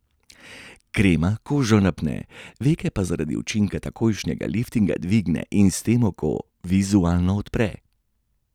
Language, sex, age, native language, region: Slovenian, male, 30-49, Slovenian, Gorenjska region